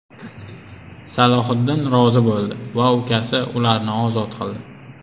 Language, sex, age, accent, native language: Uzbek, male, 19-29, Navoiy, Uzbek